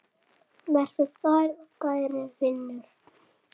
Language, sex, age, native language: Icelandic, male, 7, Icelandic